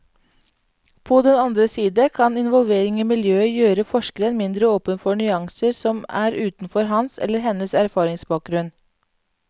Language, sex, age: Norwegian, female, 31